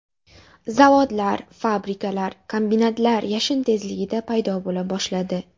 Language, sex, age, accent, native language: Uzbek, female, under 19, Jizzax, Uzbek